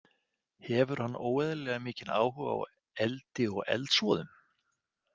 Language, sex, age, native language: Icelandic, male, 40-49, Icelandic